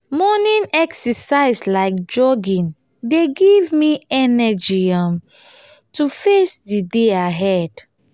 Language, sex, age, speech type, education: Nigerian Pidgin, female, 30-45, spontaneous, tertiary